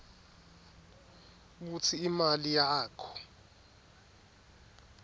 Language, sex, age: Swati, male, 23